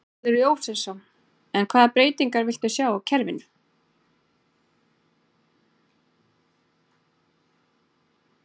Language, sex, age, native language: Icelandic, female, 30-39, Icelandic